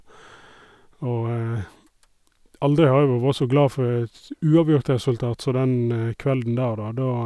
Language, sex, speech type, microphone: Norwegian, male, spontaneous, Sennheiser